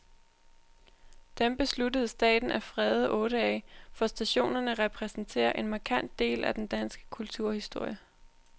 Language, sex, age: Danish, female, 20